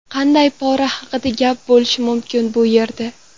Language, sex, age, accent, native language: Uzbek, female, 12-17, Toshkent shahri, Uzbek